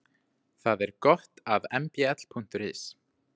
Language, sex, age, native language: Icelandic, male, 20-29, Icelandic